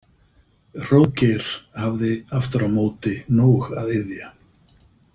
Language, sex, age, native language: Icelandic, male, 50-59, Icelandic